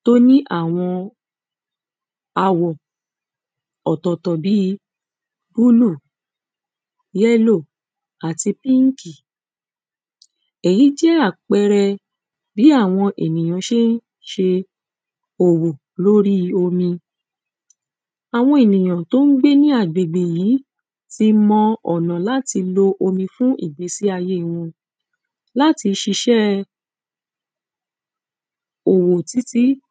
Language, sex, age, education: Yoruba, female, 30-45, secondary